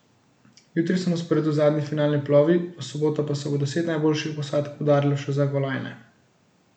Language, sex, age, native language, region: Slovenian, male, 18-29, Slovenian, Central Slovenia